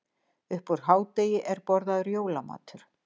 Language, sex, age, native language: Icelandic, female, 60-69, Icelandic